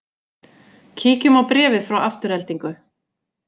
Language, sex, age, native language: Icelandic, female, 40-49, Icelandic